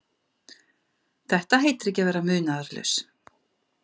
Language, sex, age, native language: Icelandic, female, 50-59, Icelandic